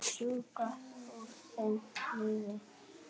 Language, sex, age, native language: Icelandic, male, 7, Icelandic